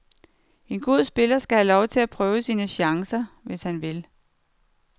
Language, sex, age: Danish, female, 49